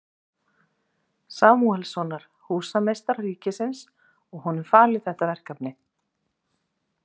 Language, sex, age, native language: Icelandic, female, 40-49, Icelandic